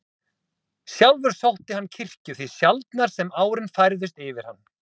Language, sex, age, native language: Icelandic, male, 30-39, Icelandic